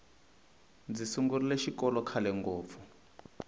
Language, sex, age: Tsonga, male, 22